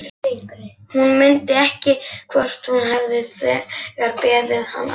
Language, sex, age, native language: Icelandic, female, 11, Icelandic